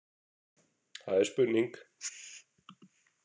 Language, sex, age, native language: Icelandic, male, 40-49, Icelandic